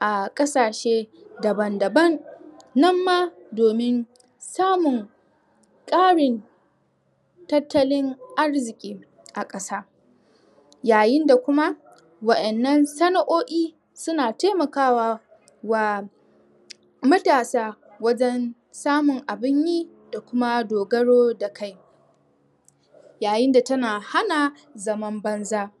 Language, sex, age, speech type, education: Hausa, female, 15-29, spontaneous, tertiary